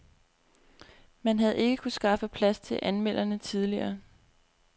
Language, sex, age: Danish, female, 25